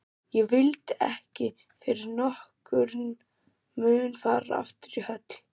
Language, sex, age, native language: Icelandic, male, 12, German